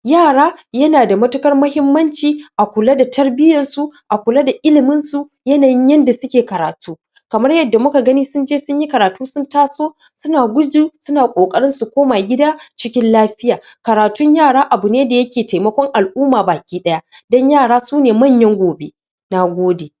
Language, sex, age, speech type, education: Hausa, female, 15-29, spontaneous, tertiary